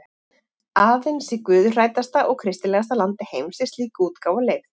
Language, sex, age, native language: Icelandic, female, 40-49, Icelandic